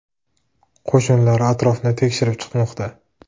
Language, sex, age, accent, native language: Uzbek, male, 18-24, Farg'ona, Uzbek